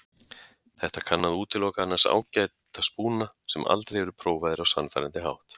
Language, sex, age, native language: Icelandic, male, 40-49, Icelandic